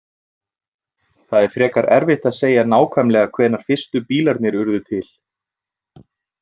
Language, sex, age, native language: Icelandic, male, 30-39, Icelandic